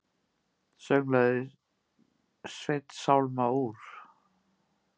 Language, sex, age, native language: Icelandic, female, 50-59, Icelandic